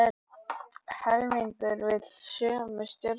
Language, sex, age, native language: Icelandic, male, 18-19, Icelandic